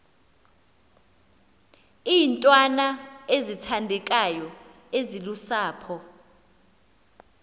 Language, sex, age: Xhosa, female, 24